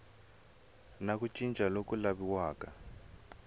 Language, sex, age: Tsonga, male, 22